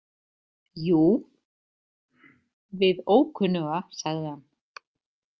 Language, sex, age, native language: Icelandic, female, 30-39, Icelandic